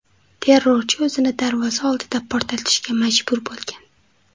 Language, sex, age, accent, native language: Uzbek, female, 18-24, Xorazm, Uzbek